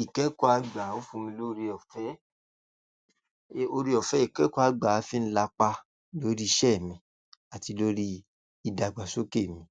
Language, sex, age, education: Yoruba, male, 46-60, tertiary